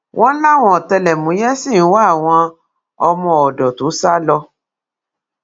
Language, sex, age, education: Yoruba, female, 46-60, tertiary